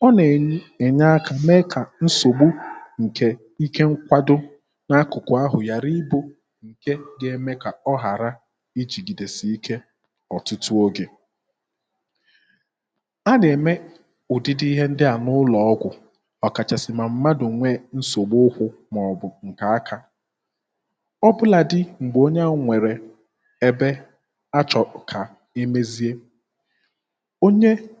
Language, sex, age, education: Igbo, male, 15-29, tertiary